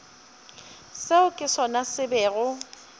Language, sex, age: Northern Sotho, female, 30